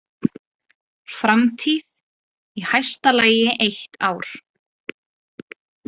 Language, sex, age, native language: Icelandic, female, 20-29, Icelandic